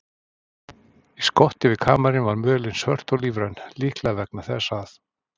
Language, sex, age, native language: Icelandic, male, 40-49, Icelandic